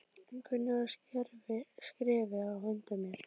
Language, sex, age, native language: Icelandic, female, 12, Icelandic